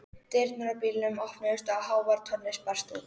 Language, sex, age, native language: Icelandic, female, 13, Icelandic